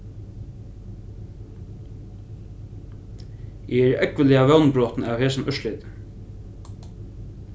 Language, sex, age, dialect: Faroese, male, 15-35, Norðurstreymoy/Eysturoy